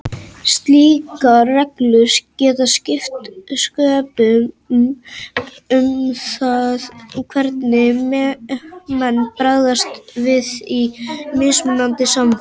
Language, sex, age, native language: Icelandic, male, 18-19, Icelandic